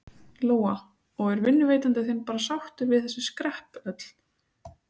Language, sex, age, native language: Icelandic, female, 30-39, Icelandic